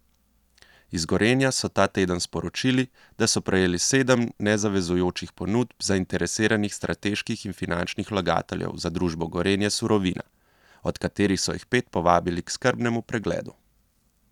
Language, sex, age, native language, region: Slovenian, male, 30-49, Slovenian, Central Slovenia